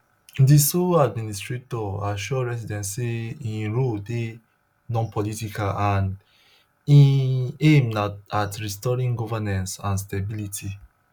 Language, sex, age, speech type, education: Nigerian Pidgin, male, 30-45, spontaneous, tertiary